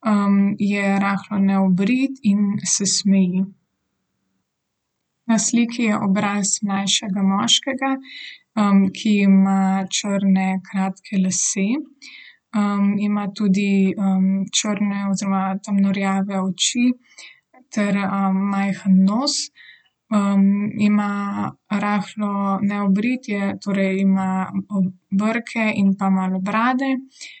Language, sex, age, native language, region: Slovenian, female, 18-29, Slovenian, Southeast Slovenia